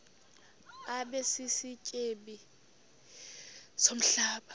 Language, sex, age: Xhosa, female, 26